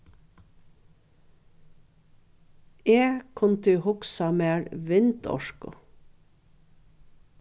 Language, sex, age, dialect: Faroese, female, 61+, Norðuroyggjar